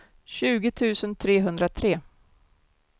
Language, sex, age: Swedish, female, 47